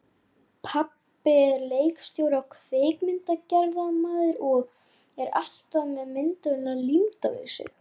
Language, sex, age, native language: Icelandic, female, 9, Lithuanian